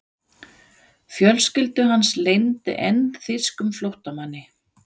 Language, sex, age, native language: Icelandic, female, 50-59, Danish